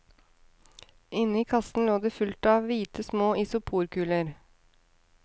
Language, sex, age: Norwegian, female, 30